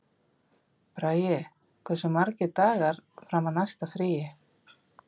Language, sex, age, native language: Icelandic, female, 50-59, Icelandic